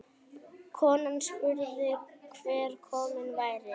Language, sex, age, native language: Icelandic, female, 9, Icelandic